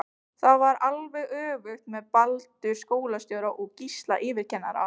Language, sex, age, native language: Icelandic, other, 15, Icelandic